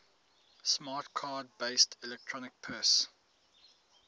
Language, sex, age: English, male, 19